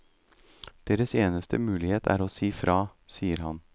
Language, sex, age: Norwegian, male, 38